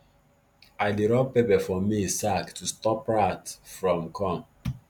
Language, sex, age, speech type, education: Nigerian Pidgin, male, 15-29, spontaneous, tertiary